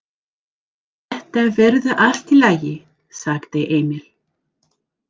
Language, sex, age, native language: Icelandic, female, 40-49, English